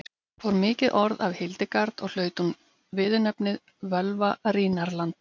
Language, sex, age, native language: Icelandic, female, 50-59, Icelandic